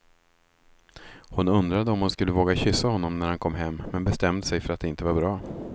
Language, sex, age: Swedish, male, 36